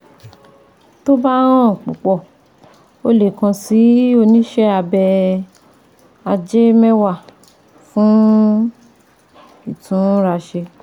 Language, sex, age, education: Yoruba, female, 15-29, tertiary